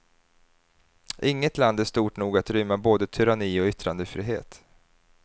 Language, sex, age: Swedish, male, 30